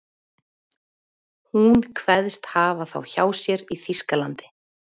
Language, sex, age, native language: Icelandic, female, 40-49, Icelandic